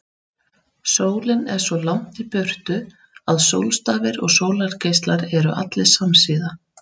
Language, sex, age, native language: Icelandic, female, 30-39, Icelandic